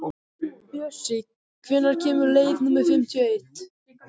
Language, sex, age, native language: Icelandic, male, 14, Icelandic